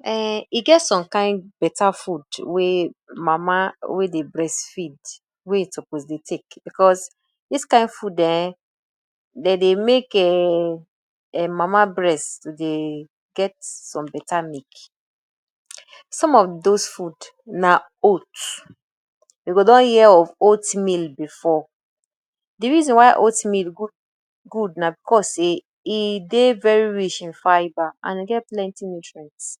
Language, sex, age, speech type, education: Nigerian Pidgin, female, 30-45, spontaneous, tertiary